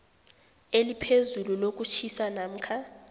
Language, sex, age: South Ndebele, female, 18